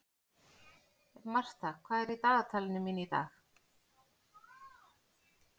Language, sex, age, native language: Icelandic, female, 40-49, Icelandic